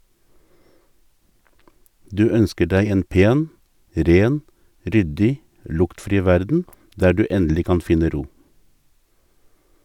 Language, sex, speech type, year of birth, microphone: Norwegian, male, read, 1958, Sennheiser